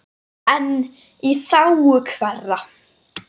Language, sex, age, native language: Icelandic, male, 10, Icelandic